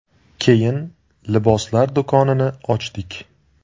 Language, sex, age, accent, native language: Uzbek, male, 19-29, Surxondaryo, Uzbek